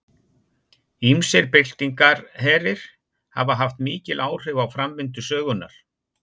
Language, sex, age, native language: Icelandic, male, 60-69, Icelandic